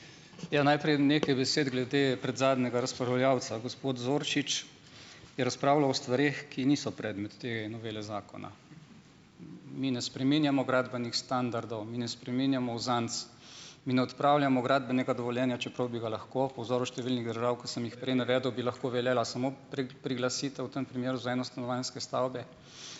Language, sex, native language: Slovenian, male, Slovenian